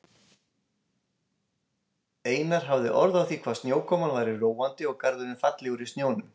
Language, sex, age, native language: Icelandic, male, 20-29, Icelandic